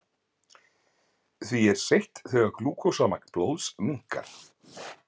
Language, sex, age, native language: Icelandic, male, 50-59, Icelandic